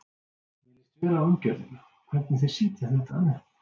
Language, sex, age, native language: Icelandic, male, 60-69, Icelandic